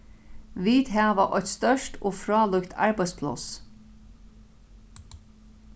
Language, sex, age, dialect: Faroese, female, 36-60, Norðurstreymoy/Eysturoy